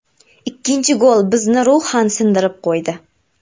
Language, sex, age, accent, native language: Uzbek, female, 18-24, Namangan, Uzbek